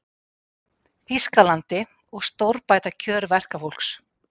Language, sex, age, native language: Icelandic, female, 50-59, Icelandic